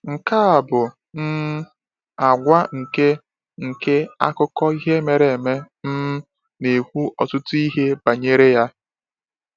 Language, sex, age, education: Igbo, male, 15-29, tertiary